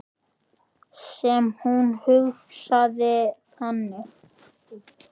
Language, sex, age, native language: Icelandic, male, 10, Icelandic